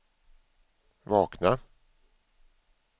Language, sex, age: Swedish, male, 47